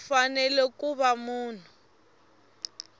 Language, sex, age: Tsonga, female, 18